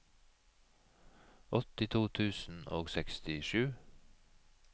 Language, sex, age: Norwegian, male, 51